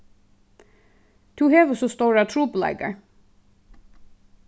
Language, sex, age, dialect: Faroese, female, 15-35, Suðuroy